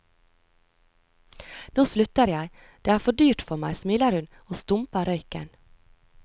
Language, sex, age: Norwegian, female, 36